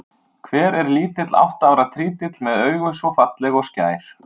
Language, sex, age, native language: Icelandic, male, 30-39, Icelandic